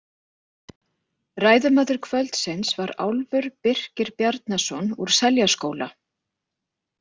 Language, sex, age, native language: Icelandic, female, 50-59, Icelandic